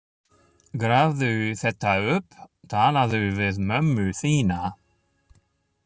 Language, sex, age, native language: Icelandic, male, 60-69, German